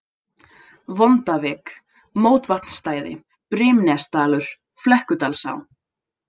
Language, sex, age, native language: Icelandic, female, 20-29, Icelandic